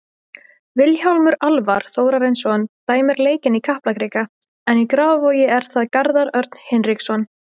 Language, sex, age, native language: Icelandic, female, 20-29, Icelandic